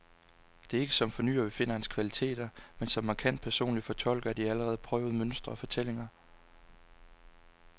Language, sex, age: Danish, male, 26